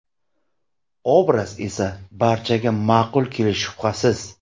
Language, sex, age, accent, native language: Uzbek, male, 25-34, Samarqand, Uzbek